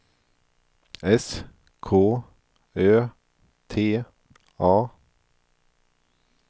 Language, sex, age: Swedish, male, 42